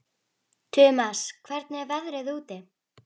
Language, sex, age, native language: Icelandic, female, 11, Icelandic